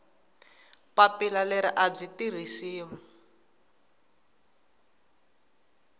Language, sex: Tsonga, female